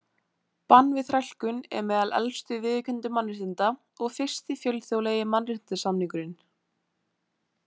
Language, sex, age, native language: Icelandic, female, 18-19, Icelandic